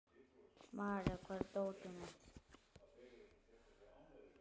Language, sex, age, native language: Icelandic, male, 11, Icelandic